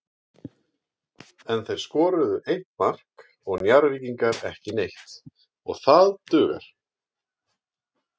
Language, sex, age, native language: Icelandic, male, 40-49, Icelandic